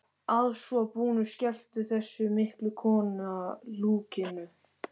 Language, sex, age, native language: Icelandic, male, 13, Icelandic